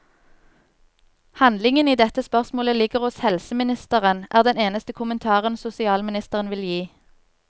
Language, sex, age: Norwegian, female, 24